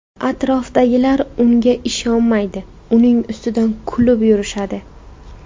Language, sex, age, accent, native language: Uzbek, female, 18-24, Farg'ona, Uzbek